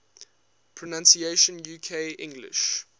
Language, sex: English, male